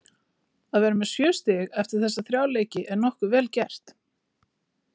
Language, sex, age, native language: Icelandic, female, 40-49, Icelandic